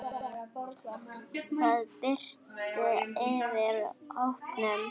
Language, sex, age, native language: Icelandic, female, 9, Icelandic